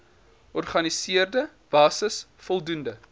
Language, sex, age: Afrikaans, male, 19